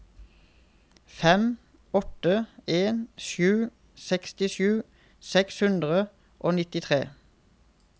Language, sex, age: Norwegian, male, 31